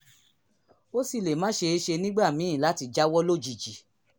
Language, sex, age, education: Yoruba, female, 46-60, tertiary